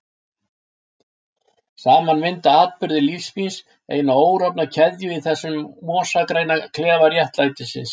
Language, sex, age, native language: Icelandic, male, 60-69, Icelandic